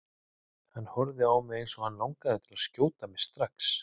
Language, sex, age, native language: Icelandic, male, 30-39, Icelandic